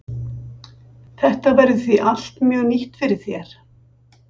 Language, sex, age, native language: Icelandic, female, 60-69, Icelandic